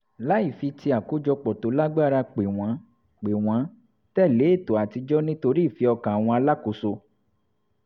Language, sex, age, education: Yoruba, male, 30-45, tertiary